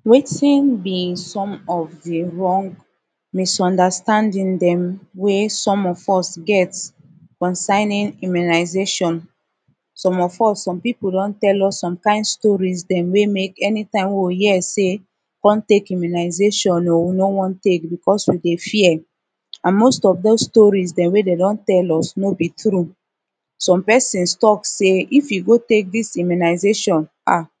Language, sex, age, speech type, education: Nigerian Pidgin, female, 30-45, spontaneous, tertiary